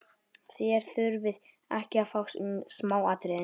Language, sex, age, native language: Icelandic, male, 11, Icelandic